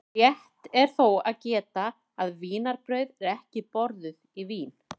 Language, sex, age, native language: Icelandic, female, 30-39, Icelandic